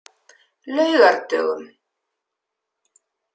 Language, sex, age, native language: Icelandic, female, 50-59, Icelandic